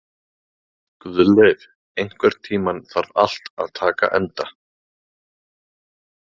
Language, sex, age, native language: Icelandic, male, 30-39, Icelandic